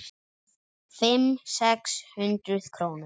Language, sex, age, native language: Icelandic, male, 10, Icelandic